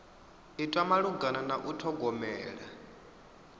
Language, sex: Venda, male